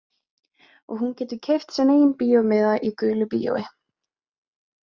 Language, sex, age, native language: Icelandic, female, 20-29, Icelandic